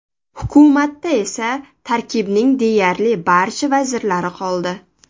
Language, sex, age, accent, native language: Uzbek, female, 18-24, Toshkent shahri, Uzbek